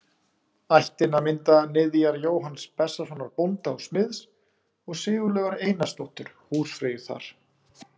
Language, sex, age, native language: Icelandic, male, 40-49, Icelandic